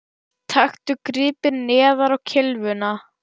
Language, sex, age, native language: Icelandic, female, 10, Icelandic